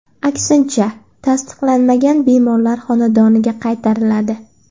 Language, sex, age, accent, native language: Uzbek, female, under 19, Andijon, Uzbek